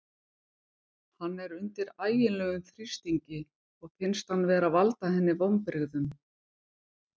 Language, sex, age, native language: Icelandic, female, 50-59, Icelandic